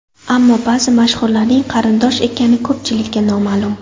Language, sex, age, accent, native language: Uzbek, female, 18-24, Surxondaryo, Uzbek